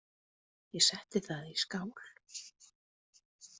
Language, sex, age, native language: Icelandic, female, 20-29, Icelandic